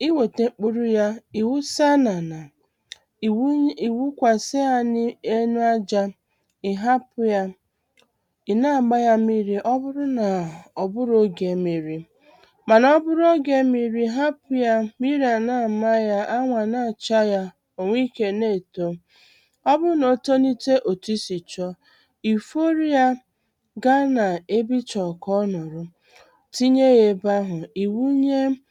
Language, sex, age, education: Igbo, female, 30-45, tertiary